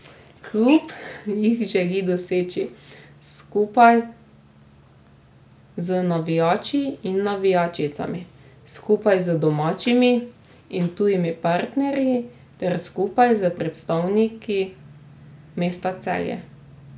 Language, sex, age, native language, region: Slovenian, female, 18-29, Slovenian, Drava region